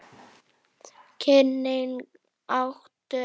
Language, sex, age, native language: Icelandic, male, 8, Icelandic